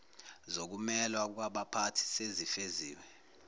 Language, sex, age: Zulu, male, 19